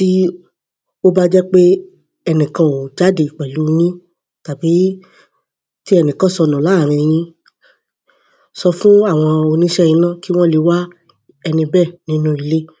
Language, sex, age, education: Yoruba, female, 30-45, tertiary